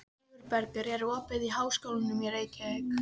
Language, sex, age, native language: Icelandic, female, 13, Icelandic